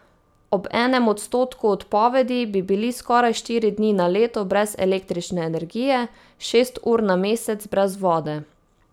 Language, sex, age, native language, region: Slovenian, female, 18-29, Slovenian, Savinja region